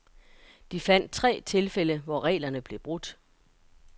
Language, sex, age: Danish, female, 42